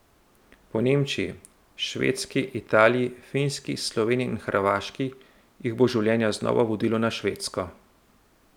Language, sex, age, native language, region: Slovenian, male, 30-49, Slovenian, Central Slovenia